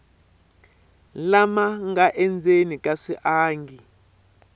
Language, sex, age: Tsonga, male, 23